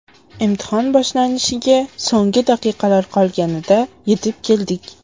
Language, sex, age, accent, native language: Uzbek, female, under 19, Qashqadaryo, Uzbek